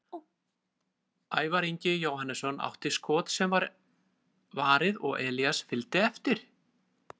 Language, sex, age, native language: Icelandic, male, 30-39, Icelandic